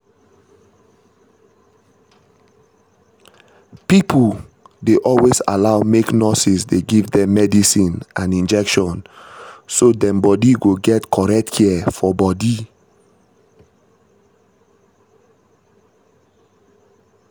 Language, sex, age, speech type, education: Nigerian Pidgin, male, 30-45, spontaneous, tertiary